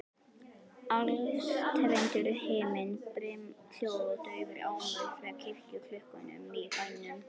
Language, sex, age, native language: Icelandic, female, 11, Icelandic